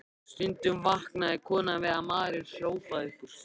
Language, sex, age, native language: Icelandic, male, 13, Icelandic